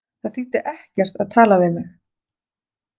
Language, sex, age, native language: Icelandic, female, 40-49, Icelandic